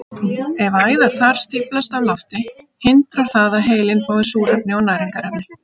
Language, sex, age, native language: Icelandic, female, 50-59, Icelandic